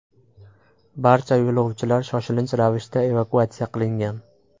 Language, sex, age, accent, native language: Uzbek, male, 25-34, Farg'ona, Uzbek